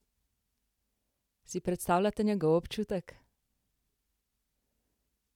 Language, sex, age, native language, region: Slovenian, female, 18-29, Slovenian, Central Slovenia